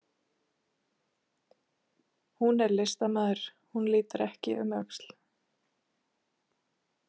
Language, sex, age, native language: Icelandic, female, 30-39, Icelandic